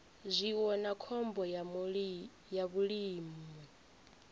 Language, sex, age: Venda, female, 24